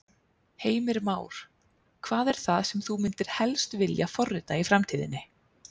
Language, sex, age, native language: Icelandic, female, 30-39, Icelandic